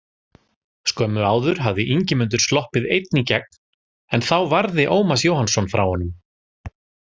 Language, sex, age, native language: Icelandic, male, 40-49, Icelandic